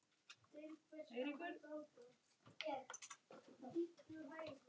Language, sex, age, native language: Icelandic, female, 7, Icelandic